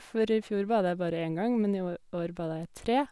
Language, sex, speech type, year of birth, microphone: Norwegian, female, spontaneous, 1986, Sennheiser